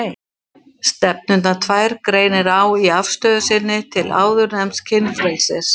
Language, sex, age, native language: Icelandic, female, 60-69, Icelandic